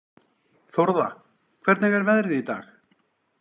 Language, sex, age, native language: Icelandic, male, 40-49, Icelandic